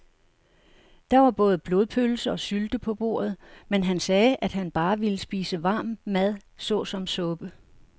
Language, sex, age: Danish, female, 69